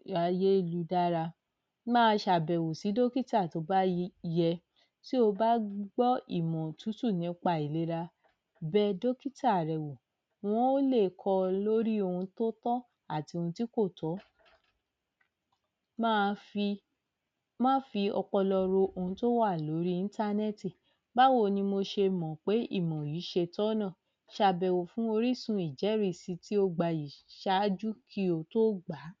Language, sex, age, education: Yoruba, female, 30-45, tertiary